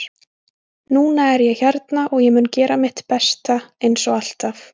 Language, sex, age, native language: Icelandic, female, 20-29, Icelandic